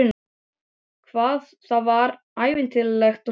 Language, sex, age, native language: Icelandic, other, 12, Icelandic